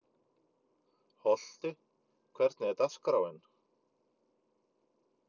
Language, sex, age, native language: Icelandic, male, 50-59, Icelandic